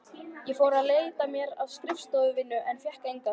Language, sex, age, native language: Icelandic, female, 14, Icelandic